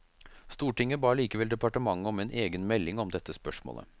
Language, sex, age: Norwegian, male, 33